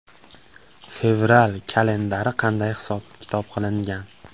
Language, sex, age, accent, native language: Uzbek, male, 18-24, Farg'ona, Uzbek